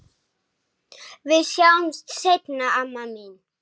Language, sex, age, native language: Icelandic, male, 8, Icelandic